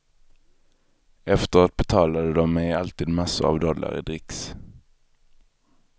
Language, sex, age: Swedish, male, 23